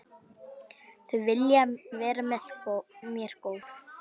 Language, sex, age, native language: Icelandic, female, 10, Icelandic